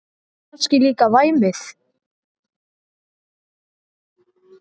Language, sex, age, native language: Icelandic, male, 10, Icelandic